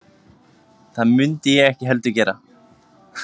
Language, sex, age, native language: Icelandic, male, 20-29, Icelandic